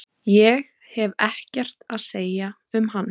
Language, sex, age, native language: Icelandic, female, 20-29, Icelandic